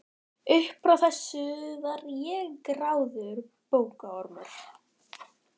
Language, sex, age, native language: Icelandic, female, 11, Icelandic